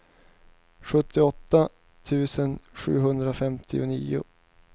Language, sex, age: Swedish, male, 19